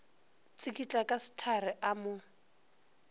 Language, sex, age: Northern Sotho, female, 24